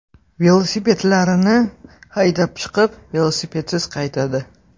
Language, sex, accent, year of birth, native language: Uzbek, male, Toshkent shahri, 2002, Uzbek